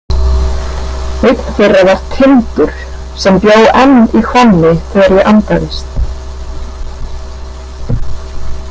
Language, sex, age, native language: Icelandic, female, 30-39, Icelandic